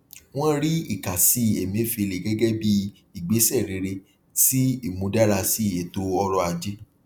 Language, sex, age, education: Yoruba, male, 30-45, tertiary